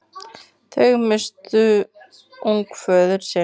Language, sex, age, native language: Icelandic, female, 10, Icelandic